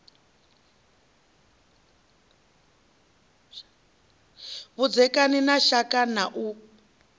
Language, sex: Venda, female